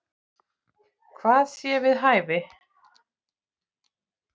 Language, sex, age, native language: Icelandic, male, 8, Icelandic